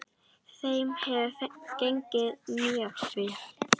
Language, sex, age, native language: Icelandic, female, 10, Icelandic